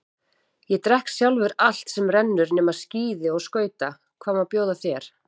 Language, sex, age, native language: Icelandic, female, 40-49, Icelandic